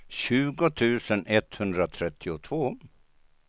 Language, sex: Swedish, male